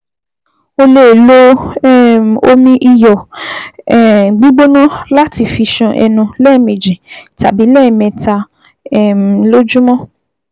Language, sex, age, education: Yoruba, female, 15-29, tertiary